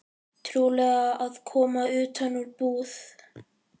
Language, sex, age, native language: Icelandic, male, 11, Icelandic